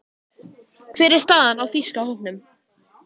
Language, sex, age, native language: Icelandic, female, 12, Icelandic